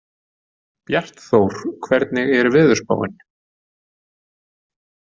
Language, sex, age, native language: Icelandic, male, 40-49, Icelandic